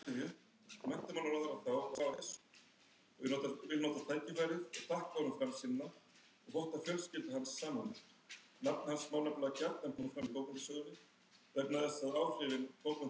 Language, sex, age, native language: Icelandic, female, 60-69, Icelandic